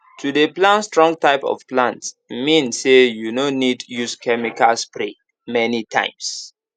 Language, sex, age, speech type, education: Nigerian Pidgin, male, 15-29, spontaneous, tertiary